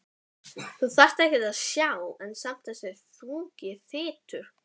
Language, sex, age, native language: Icelandic, female, 11, Icelandic